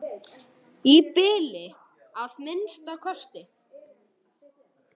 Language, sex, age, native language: Icelandic, male, 10, Icelandic